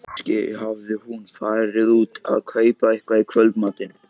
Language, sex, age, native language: Icelandic, male, 14, Icelandic